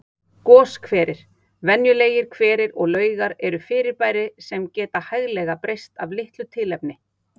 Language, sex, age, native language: Icelandic, female, 40-49, Icelandic